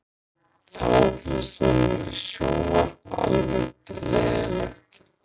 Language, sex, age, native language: Icelandic, male, 20-29, Icelandic